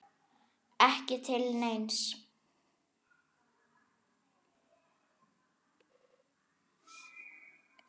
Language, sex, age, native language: Icelandic, female, 9, Icelandic